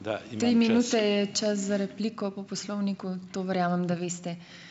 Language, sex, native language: Slovenian, male, Slovenian